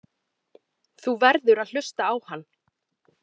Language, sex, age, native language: Icelandic, female, 30-39, Icelandic